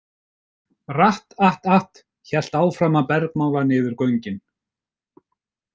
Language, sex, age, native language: Icelandic, male, 50-59, Icelandic